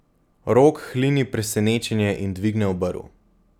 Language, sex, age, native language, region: Slovenian, male, 18-29, Slovenian, Gorenjska region